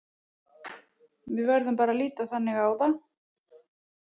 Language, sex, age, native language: Icelandic, female, 40-49, Icelandic